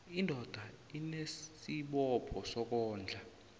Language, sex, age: South Ndebele, male, 22